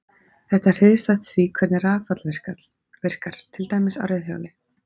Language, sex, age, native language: Icelandic, female, 30-39, Icelandic